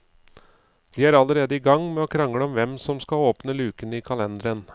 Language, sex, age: Norwegian, male, 39